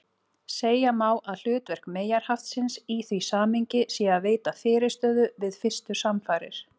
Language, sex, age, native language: Icelandic, female, 30-39, Icelandic